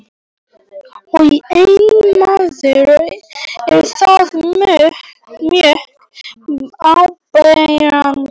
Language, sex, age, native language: Icelandic, male, 18-19, Polish